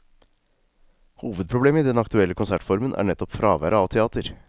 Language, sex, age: Norwegian, male, 36